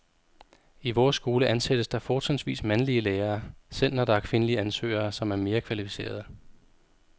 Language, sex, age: Danish, male, 32